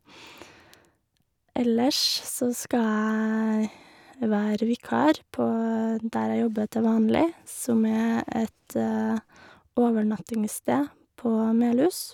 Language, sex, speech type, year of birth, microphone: Norwegian, female, spontaneous, 1988, Shure